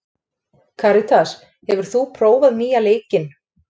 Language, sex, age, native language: Icelandic, female, 30-39, Icelandic